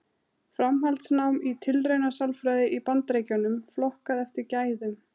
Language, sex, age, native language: Icelandic, female, 30-39, Icelandic